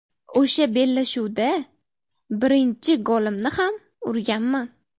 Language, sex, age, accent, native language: Uzbek, female, 12-17, Namangan, Uzbek